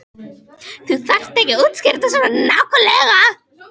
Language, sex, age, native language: Icelandic, female, 13, Icelandic